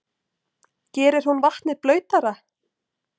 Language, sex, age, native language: Icelandic, female, 20-29, Icelandic